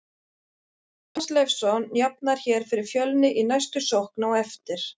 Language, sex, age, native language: Icelandic, female, 30-39, Icelandic